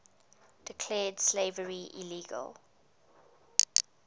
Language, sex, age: English, female, 20